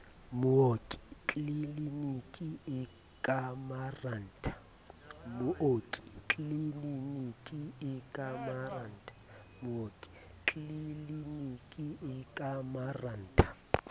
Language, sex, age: Southern Sotho, male, 30